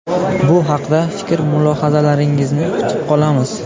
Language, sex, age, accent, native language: Uzbek, male, 18-24, Buxoro, Uzbek